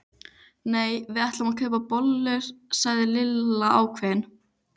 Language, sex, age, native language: Icelandic, female, 15, Icelandic